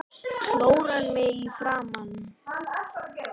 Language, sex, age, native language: Icelandic, female, 9, Icelandic